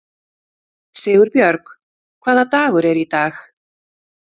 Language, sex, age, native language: Icelandic, female, 50-59, Icelandic